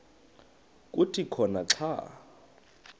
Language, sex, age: Xhosa, male, 35